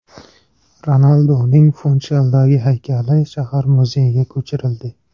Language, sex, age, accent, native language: Uzbek, male, 18-24, Samarqand, Uzbek